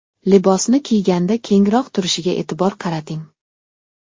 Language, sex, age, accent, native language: Uzbek, male, 12-17, Namangan, Uzbek